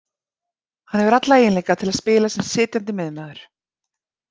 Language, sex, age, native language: Icelandic, female, 40-49, Icelandic